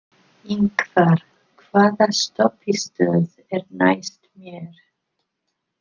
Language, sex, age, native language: Icelandic, female, 50-59, English